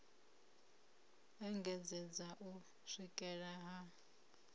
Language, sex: Venda, female